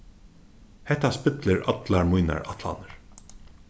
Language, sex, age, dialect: Faroese, male, 36-60, Suðurstreymoy